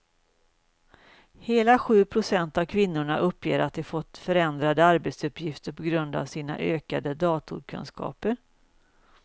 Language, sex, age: Swedish, female, 56